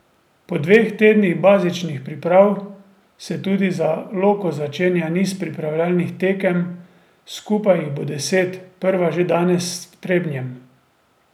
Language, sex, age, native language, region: Slovenian, male, 30-49, Slovenian, Drava region